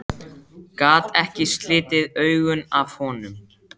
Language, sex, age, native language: Icelandic, male, 14, Icelandic